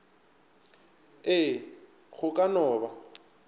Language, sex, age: Northern Sotho, male, 24